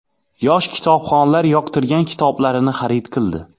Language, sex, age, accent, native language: Uzbek, male, 25-34, Xorazm, Uzbek